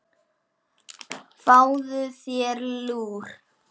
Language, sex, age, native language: Icelandic, male, 9, Icelandic